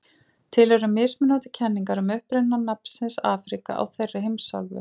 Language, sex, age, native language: Icelandic, female, 40-49, Icelandic